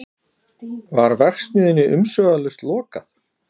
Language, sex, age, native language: Icelandic, male, 40-49, Icelandic